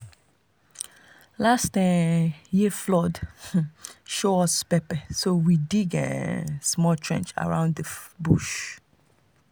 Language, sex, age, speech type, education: Nigerian Pidgin, female, 30-45, spontaneous, tertiary